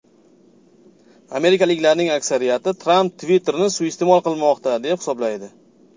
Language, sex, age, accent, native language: Uzbek, male, 30-39, Farg'ona, Uzbek